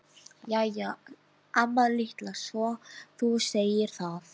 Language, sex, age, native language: Icelandic, female, 13, Icelandic